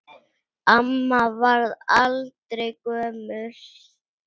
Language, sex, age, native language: Icelandic, female, 7, Icelandic